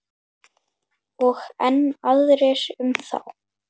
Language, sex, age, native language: Icelandic, female, 10, Icelandic